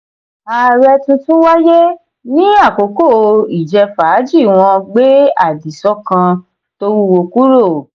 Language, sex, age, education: Yoruba, female, 15-29, tertiary